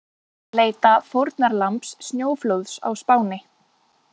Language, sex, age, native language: Icelandic, female, 20-29, Icelandic